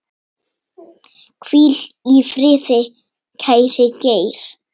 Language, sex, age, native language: Icelandic, male, 7, Icelandic